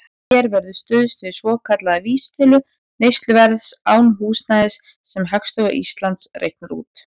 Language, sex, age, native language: Icelandic, female, 30-39, Icelandic